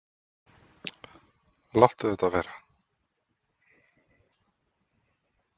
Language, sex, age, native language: Icelandic, male, 20-29, Icelandic